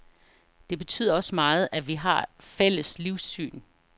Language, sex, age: Danish, female, 49